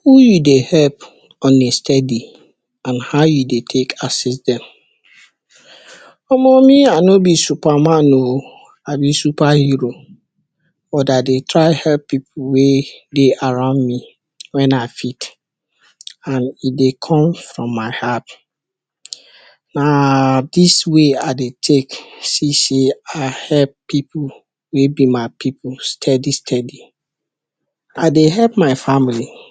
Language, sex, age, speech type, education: Nigerian Pidgin, male, 60+, spontaneous, tertiary